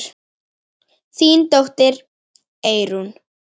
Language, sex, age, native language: Icelandic, female, 10, Icelandic